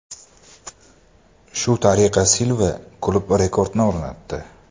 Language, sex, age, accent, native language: Uzbek, male, 25-34, Toshkent shahri, Uzbek